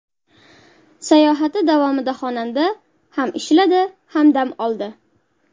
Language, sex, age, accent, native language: Uzbek, female, 19-29, Buxoro, Uzbek